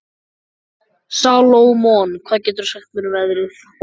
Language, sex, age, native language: Icelandic, male, 14, Icelandic